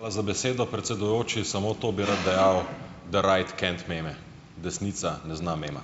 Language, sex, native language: Slovenian, male, Slovenian